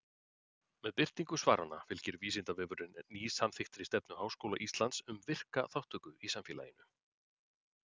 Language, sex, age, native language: Icelandic, male, 40-49, Icelandic